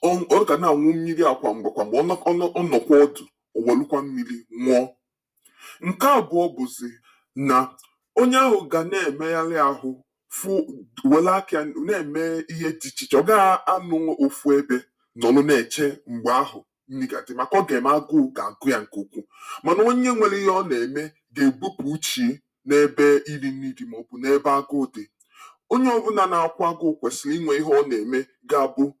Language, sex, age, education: Igbo, male, 30-45, tertiary